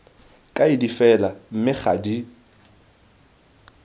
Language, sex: Tswana, male